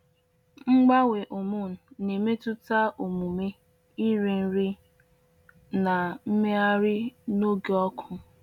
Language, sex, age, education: Igbo, female, 15-29, tertiary